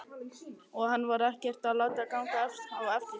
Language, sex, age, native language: Icelandic, male, 11, Icelandic